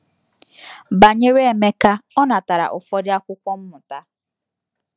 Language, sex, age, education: Igbo, female, 15-29, tertiary